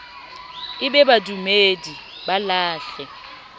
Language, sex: Southern Sotho, female